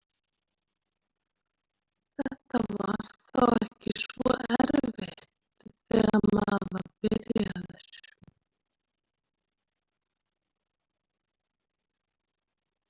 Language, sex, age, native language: Icelandic, female, 40-49, Icelandic